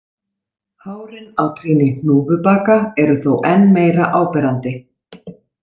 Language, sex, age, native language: Icelandic, female, 40-49, Icelandic